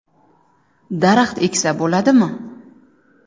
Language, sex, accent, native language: Uzbek, female, Samarqand, Uzbek